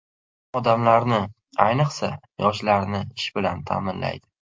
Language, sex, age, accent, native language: Uzbek, male, 18-24, Farg'ona, Uzbek